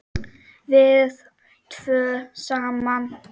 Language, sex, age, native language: Icelandic, male, 5, Czech